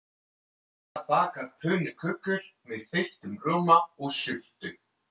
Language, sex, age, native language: Icelandic, male, 30-39, French